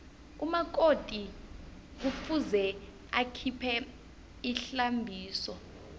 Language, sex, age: South Ndebele, female, 21